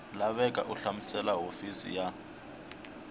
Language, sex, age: Tsonga, male, 21